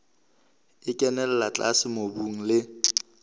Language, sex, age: Southern Sotho, male, 26